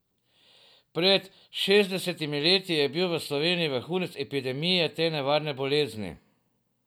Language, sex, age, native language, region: Slovenian, male, 50-59, Slovenian, Drava region